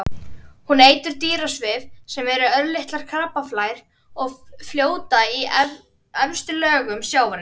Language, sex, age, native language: Icelandic, female, 30-39, Icelandic